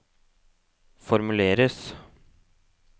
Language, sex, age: Norwegian, male, 18